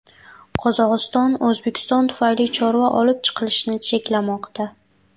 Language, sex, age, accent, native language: Uzbek, female, 18-24, Buxoro, Uzbek